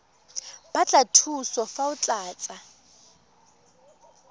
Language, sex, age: Tswana, female, 21